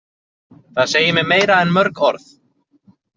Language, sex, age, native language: Icelandic, male, 20-29, Icelandic